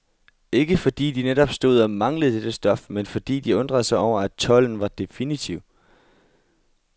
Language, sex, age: Danish, male, 22